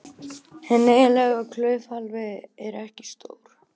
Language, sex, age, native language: Icelandic, male, 18-19, Icelandic